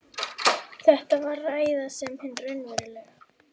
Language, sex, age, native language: Icelandic, female, 11, Icelandic